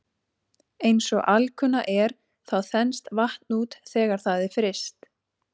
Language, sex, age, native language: Icelandic, female, 30-39, Icelandic